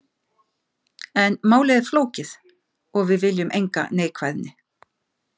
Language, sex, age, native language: Icelandic, female, 50-59, Icelandic